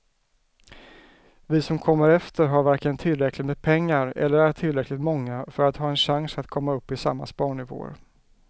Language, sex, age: Swedish, male, 34